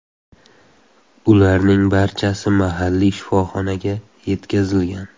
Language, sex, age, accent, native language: Uzbek, male, 18-24, Xorazm, Uzbek